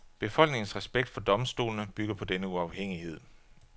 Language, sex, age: Danish, male, 33